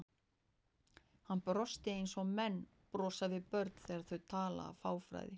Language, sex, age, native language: Icelandic, female, 40-49, Icelandic